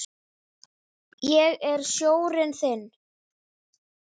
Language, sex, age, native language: Icelandic, male, 8, Icelandic